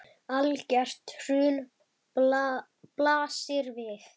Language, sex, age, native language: Icelandic, female, 10, Icelandic